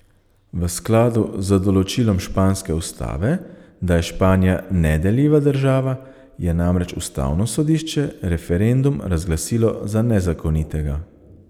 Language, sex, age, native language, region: Slovenian, male, 30-49, Slovenian, Savinja region